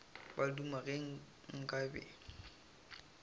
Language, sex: Northern Sotho, male